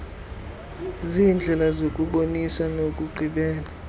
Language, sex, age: Xhosa, male, 21